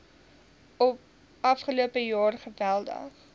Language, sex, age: Afrikaans, female, 19